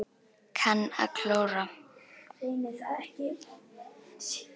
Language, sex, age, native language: Icelandic, female, 10, Icelandic